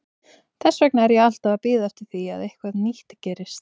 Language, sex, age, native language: Icelandic, female, 20-29, Icelandic